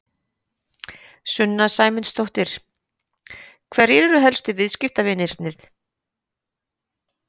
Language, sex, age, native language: Icelandic, female, 50-59, Icelandic